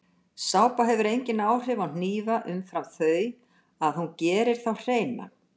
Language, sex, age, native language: Icelandic, female, 60-69, Icelandic